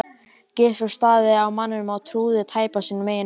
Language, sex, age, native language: Icelandic, male, 12, Icelandic